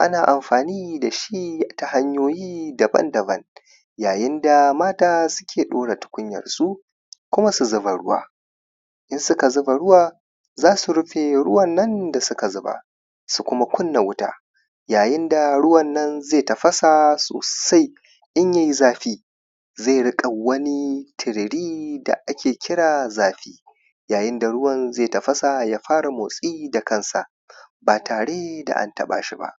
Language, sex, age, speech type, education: Hausa, male, 15-29, spontaneous, primary